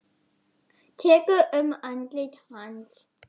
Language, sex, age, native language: Icelandic, female, 10, Icelandic